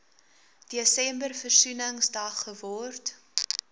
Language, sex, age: Afrikaans, female, 20